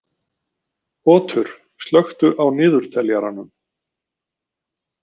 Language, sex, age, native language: Icelandic, male, 50-59, Icelandic